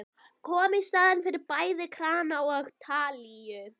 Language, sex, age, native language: Icelandic, female, 12, Icelandic